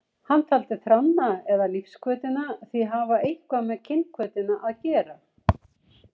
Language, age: Icelandic, 60-69